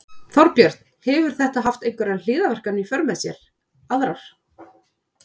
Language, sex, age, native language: Icelandic, female, 30-39, Icelandic